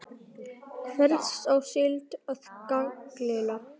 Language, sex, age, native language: Icelandic, male, 9, Icelandic